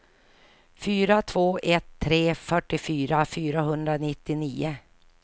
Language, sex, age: Swedish, female, 49